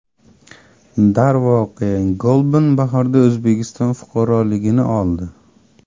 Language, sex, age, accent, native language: Uzbek, male, 25-34, Farg'ona, Uzbek